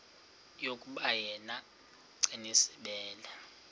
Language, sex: Xhosa, male